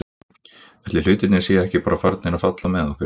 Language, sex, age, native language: Icelandic, male, 20-29, Icelandic